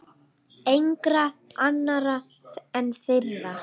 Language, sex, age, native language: Icelandic, female, 9, Icelandic